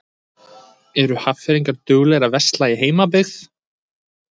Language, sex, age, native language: Icelandic, male, 20-29, Icelandic